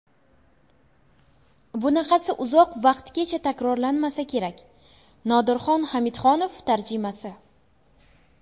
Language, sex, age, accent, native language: Uzbek, female, under 19, Buxoro, Uzbek